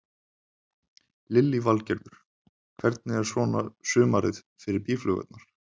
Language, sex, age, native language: Icelandic, male, 20-29, Icelandic